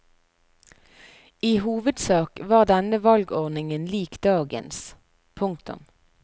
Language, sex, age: Norwegian, female, 41